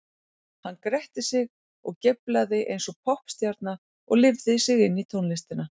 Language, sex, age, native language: Icelandic, female, 40-49, Icelandic